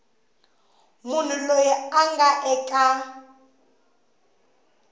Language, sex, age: Tsonga, female, 19